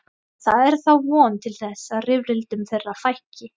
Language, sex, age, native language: Icelandic, female, 20-29, Thai